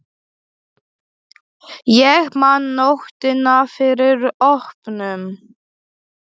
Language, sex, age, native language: Icelandic, male, 8, Polish